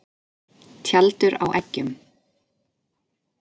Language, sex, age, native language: Icelandic, female, 30-39, Icelandic